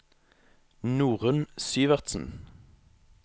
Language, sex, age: Norwegian, male, 22